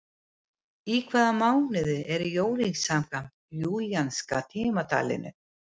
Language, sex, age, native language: Icelandic, female, 50-59, Icelandic